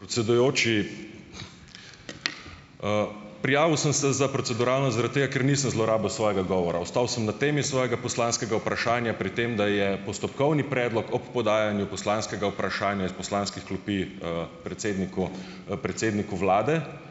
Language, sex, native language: Slovenian, male, Slovenian